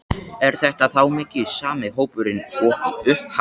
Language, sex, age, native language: Icelandic, male, 13, Icelandic